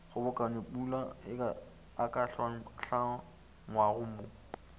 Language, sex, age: Northern Sotho, male, 20